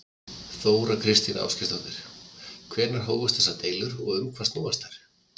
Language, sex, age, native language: Icelandic, male, 50-59, Icelandic